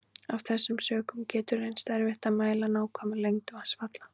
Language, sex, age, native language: Icelandic, female, 20-29, Icelandic